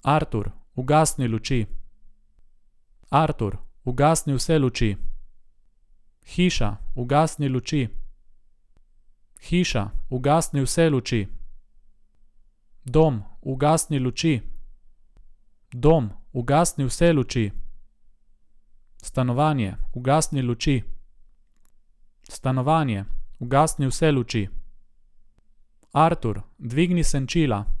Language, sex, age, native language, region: Slovenian, male, 18-29, Slovenian, Gorica region